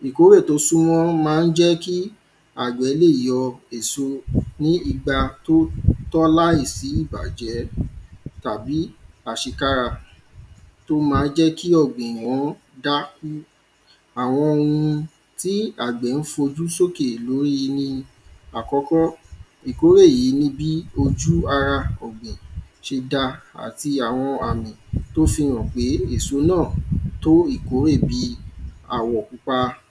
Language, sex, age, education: Yoruba, male, 15-29, primary